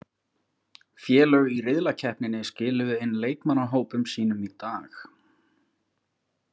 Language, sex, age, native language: Icelandic, male, 40-49, Icelandic